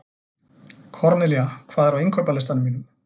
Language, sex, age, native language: Icelandic, male, 40-49, Icelandic